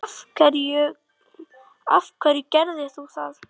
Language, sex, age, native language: Icelandic, male, 9, Icelandic